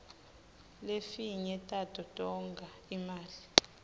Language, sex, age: Swati, female, 20